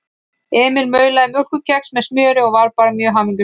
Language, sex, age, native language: Icelandic, female, 15, Icelandic